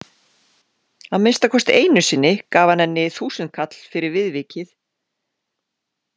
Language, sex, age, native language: Icelandic, female, 40-49, Icelandic